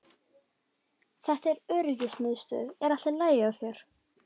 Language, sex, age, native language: Icelandic, female, 12, Icelandic